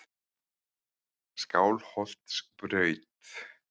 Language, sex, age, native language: Icelandic, male, 30-39, Icelandic